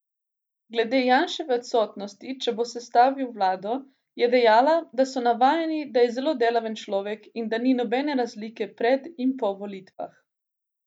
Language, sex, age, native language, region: Slovenian, female, 18-29, Slovenian, Gorica region